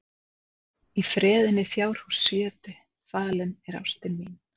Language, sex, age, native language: Icelandic, female, 30-39, Icelandic